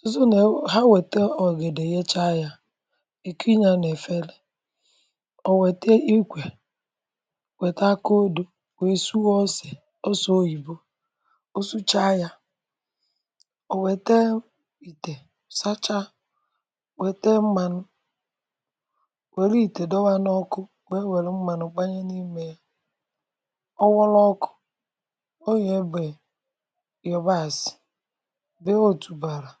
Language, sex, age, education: Igbo, female, 30-45, tertiary